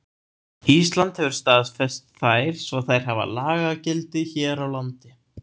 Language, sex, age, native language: Icelandic, male, 18-19, Icelandic